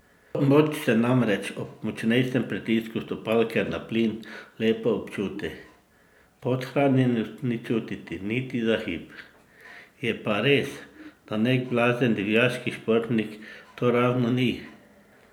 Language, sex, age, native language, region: Slovenian, male, 50-59, Slovenian, Drava region